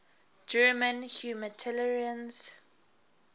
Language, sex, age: English, female, 20